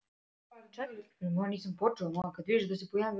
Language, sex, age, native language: Icelandic, female, 8, Icelandic